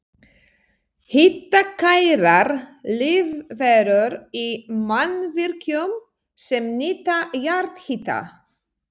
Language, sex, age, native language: Icelandic, female, 40-49, Polish